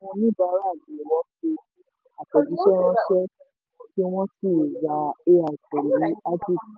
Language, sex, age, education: Yoruba, female, 15-29, tertiary